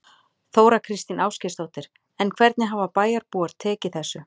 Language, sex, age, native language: Icelandic, female, 40-49, Icelandic